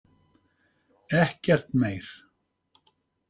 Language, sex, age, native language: Icelandic, male, 50-59, Icelandic